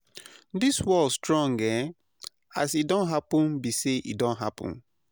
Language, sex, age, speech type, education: Nigerian Pidgin, male, 30-45, spontaneous, tertiary